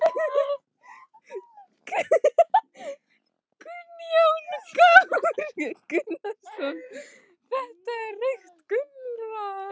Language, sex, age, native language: Icelandic, female, 15, Icelandic